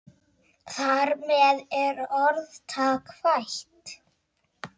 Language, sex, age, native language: Icelandic, male, 8, Icelandic